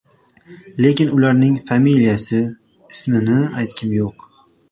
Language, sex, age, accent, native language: Uzbek, male, 25-34, Namangan, Uzbek